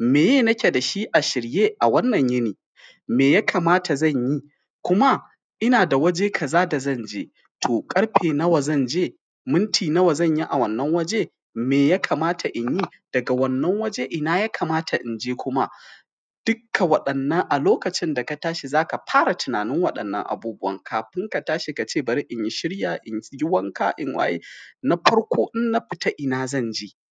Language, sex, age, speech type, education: Hausa, male, 15-29, spontaneous, primary